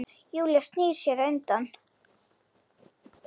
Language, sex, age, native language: Icelandic, female, 9, Icelandic